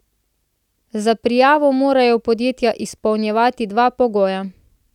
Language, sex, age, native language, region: Slovenian, female, 18-29, Slovenian, Central Slovenia